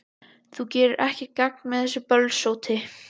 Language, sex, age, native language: Icelandic, male, 12, Icelandic